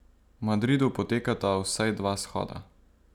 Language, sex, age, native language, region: Slovenian, male, 18-29, Slovenian, Savinja region